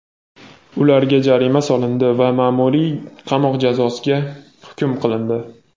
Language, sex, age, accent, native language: Uzbek, male, 18-24, Namangan, Uzbek